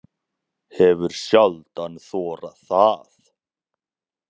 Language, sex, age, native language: Icelandic, male, 30-39, Icelandic